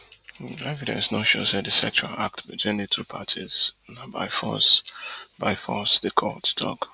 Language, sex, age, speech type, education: Nigerian Pidgin, male, 30-45, spontaneous, tertiary